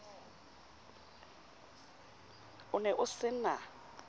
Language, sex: Southern Sotho, female